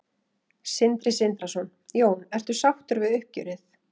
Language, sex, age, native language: Icelandic, female, 30-39, Icelandic